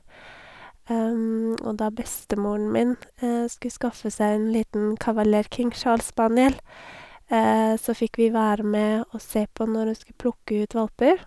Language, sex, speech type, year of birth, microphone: Norwegian, female, spontaneous, 1982, Sennheiser